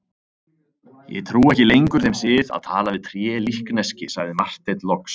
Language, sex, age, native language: Icelandic, male, 30-39, Icelandic